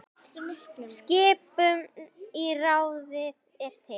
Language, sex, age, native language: Icelandic, female, 10, Icelandic